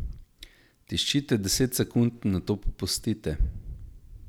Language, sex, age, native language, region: Slovenian, male, 18-29, Slovenian, Zasavska region